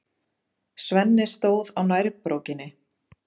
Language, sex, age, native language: Icelandic, female, 30-39, Icelandic